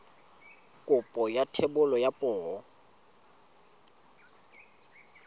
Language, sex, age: Tswana, male, 25